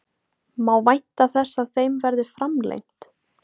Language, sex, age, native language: Icelandic, female, 18-19, Icelandic